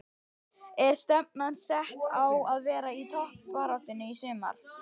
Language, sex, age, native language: Icelandic, male, 11, Icelandic